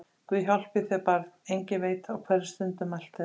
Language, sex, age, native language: Icelandic, female, 50-59, Icelandic